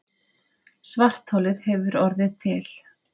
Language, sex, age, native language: Icelandic, female, 30-39, Icelandic